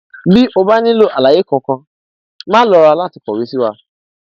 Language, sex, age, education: Yoruba, male, 15-29, tertiary